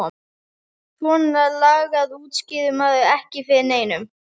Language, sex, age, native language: Icelandic, female, 11, Icelandic